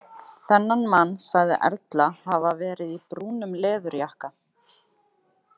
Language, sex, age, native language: Icelandic, female, 30-39, Icelandic